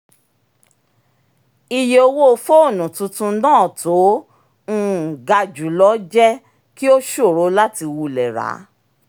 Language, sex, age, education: Yoruba, female, 46-60, tertiary